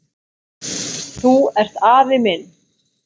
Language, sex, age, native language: Icelandic, female, 8, Icelandic